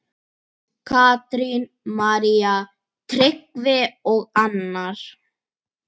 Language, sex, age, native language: Icelandic, female, 10, Icelandic